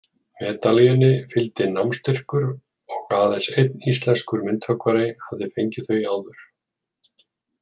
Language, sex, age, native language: Icelandic, male, 40-49, Icelandic